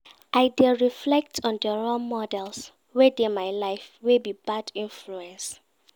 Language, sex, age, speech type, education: Nigerian Pidgin, female, 15-29, read, secondary